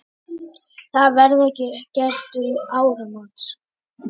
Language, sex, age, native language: Icelandic, male, 10, Icelandic